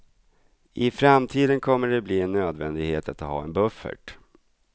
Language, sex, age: Swedish, male, 42